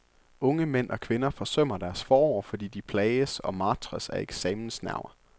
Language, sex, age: Danish, male, 24